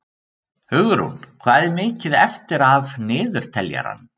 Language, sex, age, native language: Icelandic, male, 30-39, Icelandic